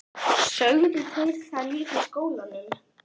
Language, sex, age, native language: Icelandic, male, 11, Icelandic